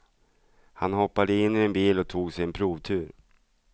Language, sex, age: Swedish, male, 42